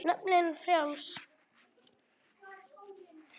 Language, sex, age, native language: Icelandic, female, 10, Icelandic